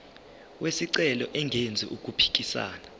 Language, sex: Zulu, male